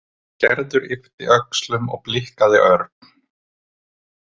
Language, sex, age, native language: Icelandic, male, 20-29, Icelandic